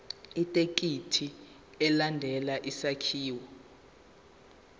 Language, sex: Zulu, male